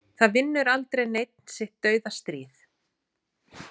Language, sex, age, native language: Icelandic, female, 40-49, Icelandic